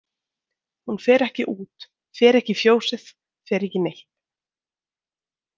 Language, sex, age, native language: Icelandic, female, 20-29, Icelandic